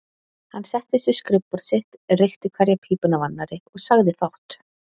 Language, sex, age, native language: Icelandic, female, 30-39, Icelandic